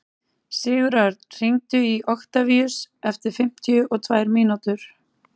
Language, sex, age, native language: Icelandic, female, 30-39, Icelandic